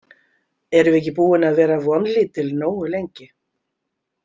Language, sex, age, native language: Icelandic, female, 50-59, Icelandic